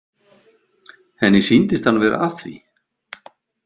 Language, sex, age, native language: Icelandic, male, 50-59, Icelandic